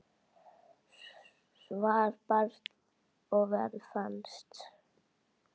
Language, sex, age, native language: Icelandic, female, 8, Icelandic